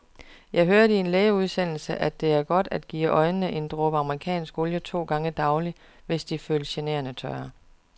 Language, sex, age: Danish, female, 41